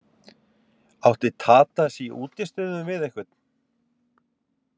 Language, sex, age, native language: Icelandic, male, 50-59, Icelandic